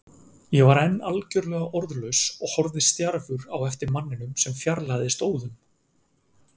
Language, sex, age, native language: Icelandic, male, 30-39, Icelandic